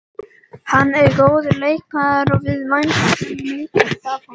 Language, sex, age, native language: Icelandic, female, 18-19, Icelandic